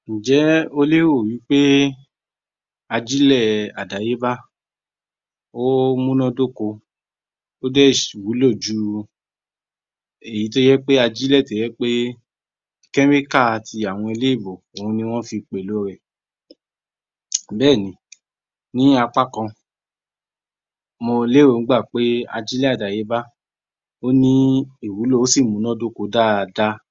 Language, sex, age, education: Yoruba, male, 30-45, tertiary